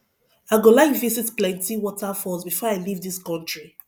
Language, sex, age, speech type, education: Nigerian Pidgin, female, 30-45, spontaneous, tertiary